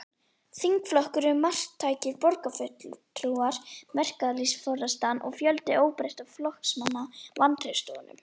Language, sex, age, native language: Icelandic, female, 11, Icelandic